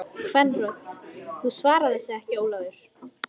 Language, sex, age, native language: Icelandic, female, 14, Icelandic